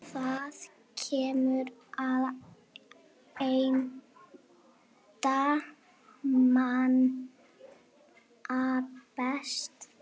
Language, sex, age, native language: Icelandic, male, 7, Icelandic